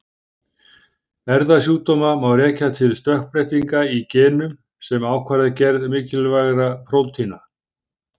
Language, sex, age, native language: Icelandic, male, 50-59, Icelandic